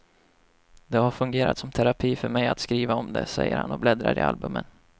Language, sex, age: Swedish, male, 25